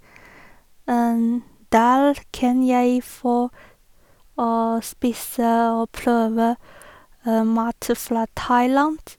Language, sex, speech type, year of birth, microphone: Norwegian, female, spontaneous, 1986, Shure